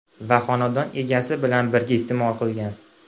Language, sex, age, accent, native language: Uzbek, male, 18-24, Andijon, Uzbek